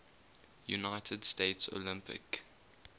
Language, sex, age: English, male, 20